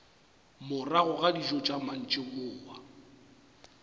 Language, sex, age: Northern Sotho, male, 35